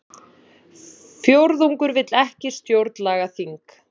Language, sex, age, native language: Icelandic, female, 30-39, Icelandic